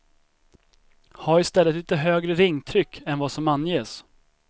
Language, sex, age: Swedish, male, 25